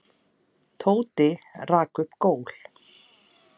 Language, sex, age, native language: Icelandic, female, 30-39, Icelandic